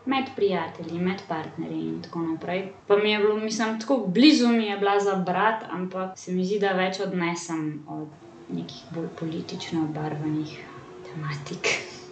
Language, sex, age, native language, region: Slovenian, female, 18-29, Slovenian, Central Slovenia